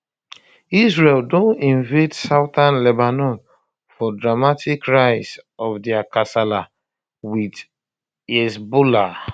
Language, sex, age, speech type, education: Nigerian Pidgin, male, 30-45, spontaneous, tertiary